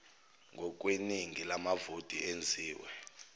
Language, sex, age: Zulu, male, 29